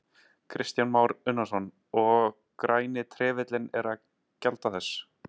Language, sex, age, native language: Icelandic, male, 30-39, Icelandic